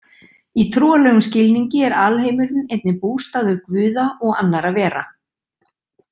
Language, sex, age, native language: Icelandic, female, 60-69, Icelandic